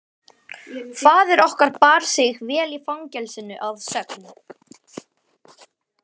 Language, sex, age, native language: Icelandic, male, 12, Icelandic